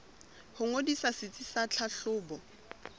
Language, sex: Southern Sotho, female